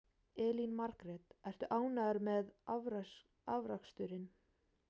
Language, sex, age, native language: Icelandic, female, 18-19, Icelandic